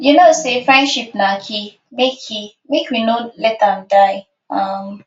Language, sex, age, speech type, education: Nigerian Pidgin, female, 15-29, spontaneous, tertiary